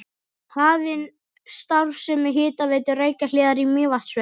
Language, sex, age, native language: Icelandic, male, 11, Icelandic